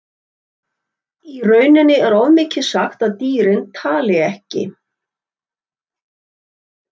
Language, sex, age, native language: Icelandic, female, 60-69, Icelandic